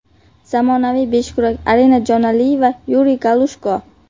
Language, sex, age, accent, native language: Uzbek, female, 18-24, Qashqadaryo, Uzbek